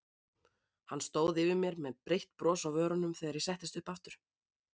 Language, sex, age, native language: Icelandic, female, 30-39, Icelandic